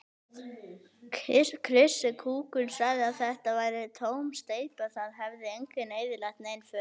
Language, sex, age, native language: Icelandic, male, 18-19, Icelandic